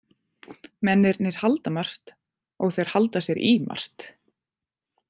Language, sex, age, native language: Icelandic, female, 20-29, Icelandic